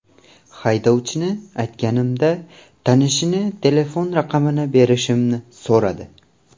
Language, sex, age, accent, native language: Uzbek, male, 18-24, Andijon, Uzbek